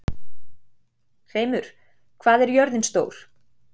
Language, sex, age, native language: Icelandic, female, 40-49, Icelandic